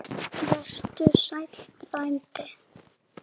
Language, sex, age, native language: Icelandic, female, 7, Icelandic